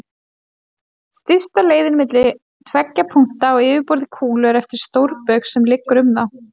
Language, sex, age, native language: Icelandic, female, 30-39, Icelandic